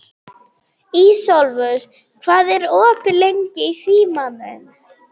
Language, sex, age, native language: Icelandic, female, 30-39, German